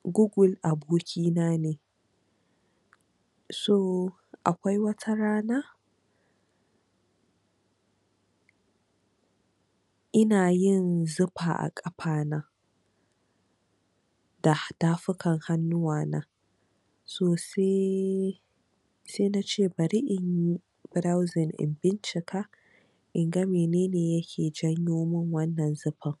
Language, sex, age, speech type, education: Hausa, female, 46-60, spontaneous, tertiary